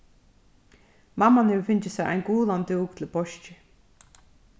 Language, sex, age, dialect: Faroese, female, 36-60, Suðurstreymoy